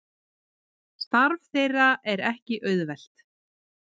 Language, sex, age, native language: Icelandic, female, 30-39, Icelandic